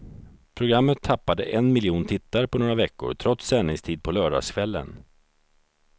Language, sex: Swedish, male